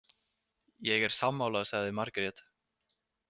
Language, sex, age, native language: Icelandic, male, 20-29, Icelandic